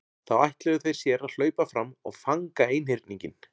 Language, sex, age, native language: Icelandic, male, 40-49, Icelandic